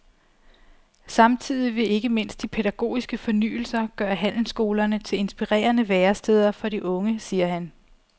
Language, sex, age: Danish, female, 34